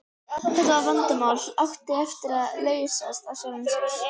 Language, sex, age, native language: Icelandic, female, 12, Icelandic